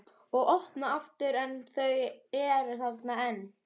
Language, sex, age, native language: Icelandic, male, 11, Icelandic